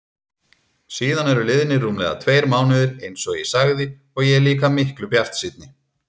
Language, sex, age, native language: Icelandic, male, 30-39, Icelandic